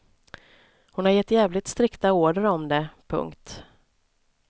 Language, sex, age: Swedish, female, 29